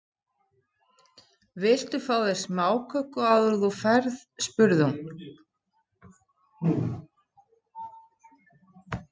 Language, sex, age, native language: Icelandic, female, 50-59, Icelandic